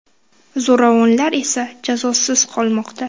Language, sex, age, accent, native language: Uzbek, female, 19-29, Qashqadaryo, Uzbek